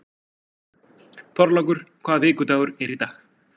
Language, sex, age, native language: Icelandic, male, 40-49, Icelandic